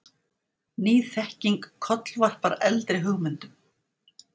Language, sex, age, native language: Icelandic, female, 60-69, Icelandic